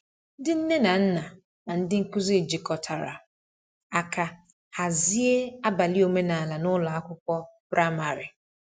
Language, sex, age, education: Igbo, female, 30-45, tertiary